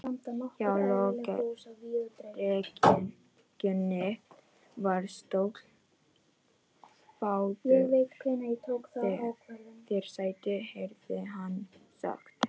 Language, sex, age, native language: Icelandic, female, 14, Icelandic